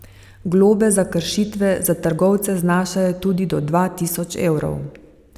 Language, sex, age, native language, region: Slovenian, female, 50-59, Slovenian, Savinja region